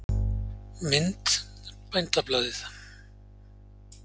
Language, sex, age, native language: Icelandic, male, 40-49, Icelandic